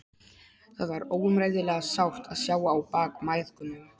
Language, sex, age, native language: Icelandic, male, 12, Polish